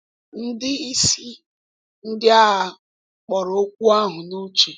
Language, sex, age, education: Igbo, female, 15-29, tertiary